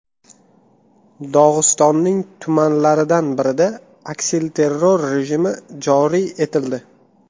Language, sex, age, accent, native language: Uzbek, male, 18-24, Toshkent viloyati, Uzbek